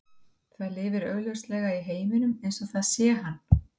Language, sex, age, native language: Icelandic, female, 50-59, Icelandic